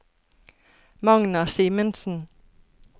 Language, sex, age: Norwegian, female, 54